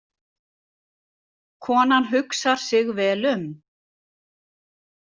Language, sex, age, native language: Icelandic, female, 60-69, Icelandic